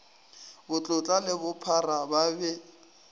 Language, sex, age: Northern Sotho, male, 20